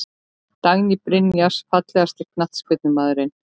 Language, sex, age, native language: Icelandic, female, 13, Icelandic